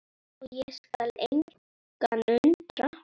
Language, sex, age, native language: Icelandic, female, 9, Icelandic